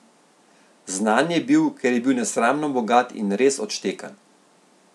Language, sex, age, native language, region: Slovenian, male, 50-59, Slovenian, Central Slovenia